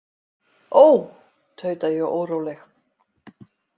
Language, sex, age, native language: Icelandic, female, 50-59, Icelandic